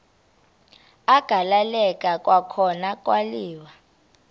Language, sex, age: Xhosa, female, 32